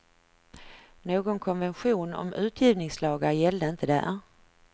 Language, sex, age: Swedish, female, 49